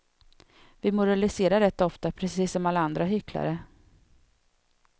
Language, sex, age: Swedish, female, 32